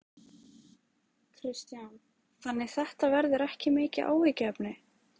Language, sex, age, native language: Icelandic, female, 20-29, Icelandic